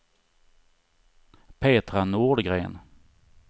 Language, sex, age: Swedish, male, 39